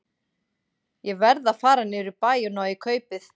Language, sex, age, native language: Icelandic, female, 40-49, Icelandic